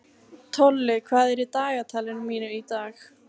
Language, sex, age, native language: Icelandic, female, 15, Icelandic